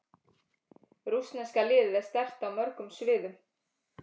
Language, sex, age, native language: Icelandic, female, 30-39, Icelandic